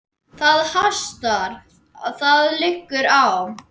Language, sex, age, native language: Icelandic, male, 10, Icelandic